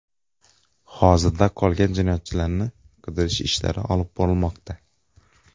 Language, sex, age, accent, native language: Uzbek, male, 25-34, Xorazm, Uzbek